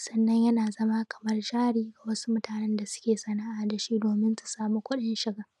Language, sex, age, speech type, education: Hausa, female, 15-29, spontaneous, primary